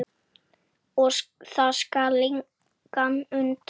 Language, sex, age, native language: Icelandic, male, 7, Icelandic